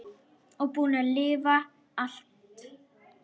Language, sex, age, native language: Icelandic, female, 10, Icelandic